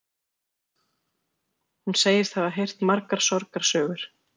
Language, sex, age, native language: Icelandic, female, 40-49, Icelandic